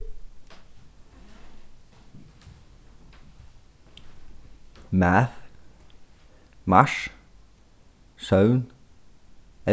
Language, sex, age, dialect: Faroese, male, 15-35, Suðurstreymoy